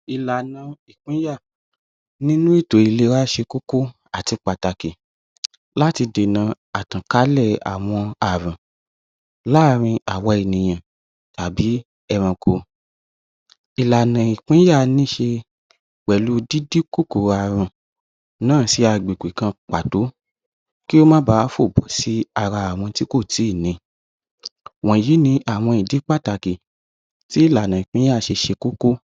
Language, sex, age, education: Yoruba, male, 15-29, tertiary